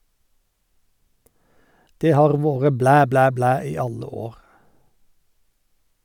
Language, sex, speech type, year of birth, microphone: Norwegian, male, read, 1951, Sennheiser